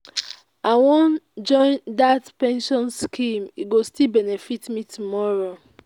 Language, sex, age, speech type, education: Nigerian Pidgin, female, 15-29, spontaneous, tertiary